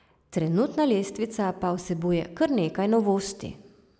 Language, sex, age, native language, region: Slovenian, female, 30-49, Slovenian, Savinja region